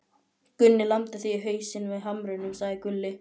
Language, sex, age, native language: Icelandic, male, 11, Icelandic